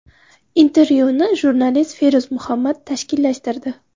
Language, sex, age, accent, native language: Uzbek, female, 18-24, Navoiy, Uzbek